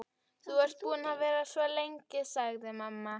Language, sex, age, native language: Icelandic, female, 12, Icelandic